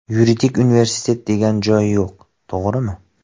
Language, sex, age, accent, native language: Uzbek, male, 25-34, Farg'ona, Uzbek